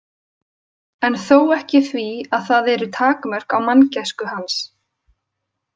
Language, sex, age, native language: Icelandic, female, 20-29, Icelandic